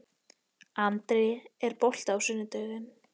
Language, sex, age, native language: Icelandic, female, 14, Icelandic